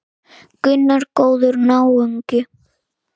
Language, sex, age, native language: Icelandic, female, 9, Icelandic